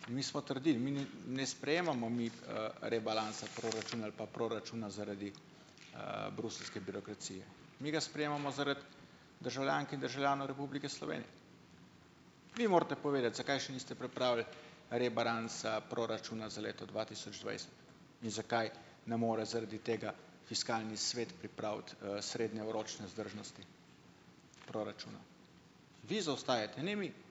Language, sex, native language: Slovenian, male, Slovenian